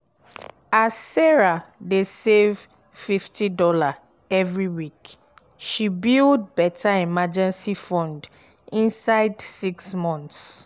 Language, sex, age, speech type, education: Nigerian Pidgin, female, 15-29, spontaneous, tertiary